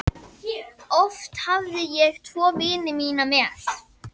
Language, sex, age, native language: Icelandic, female, 11, Icelandic